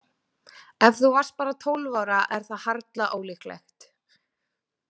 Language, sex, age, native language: Icelandic, female, 20-29, Icelandic